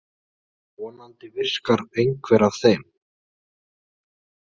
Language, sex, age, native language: Icelandic, male, 20-29, Icelandic